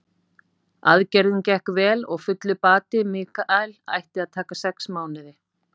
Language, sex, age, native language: Icelandic, female, 50-59, Icelandic